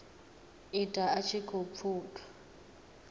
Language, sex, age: Venda, female, 39